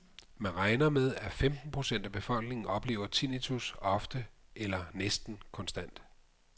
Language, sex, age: Danish, male, 55